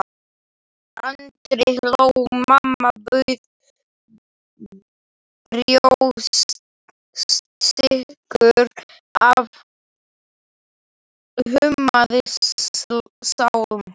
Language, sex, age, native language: Icelandic, male, 11, Slovak